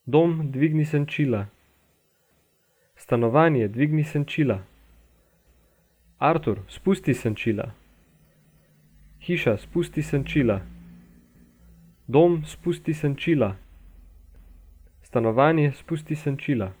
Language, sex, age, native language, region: Slovenian, male, 18-29, Slovenian, Gorica region